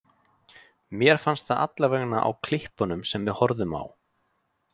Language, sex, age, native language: Icelandic, male, 20-29, Icelandic